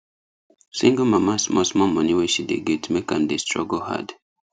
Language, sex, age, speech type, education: Nigerian Pidgin, male, 15-29, spontaneous, tertiary